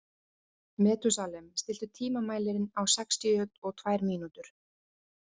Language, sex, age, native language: Icelandic, female, 30-39, Icelandic